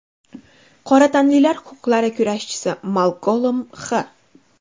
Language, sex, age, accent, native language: Uzbek, female, 25-34, Andijon, Uzbek